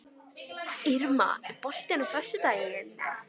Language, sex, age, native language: Icelandic, female, 18-19, Icelandic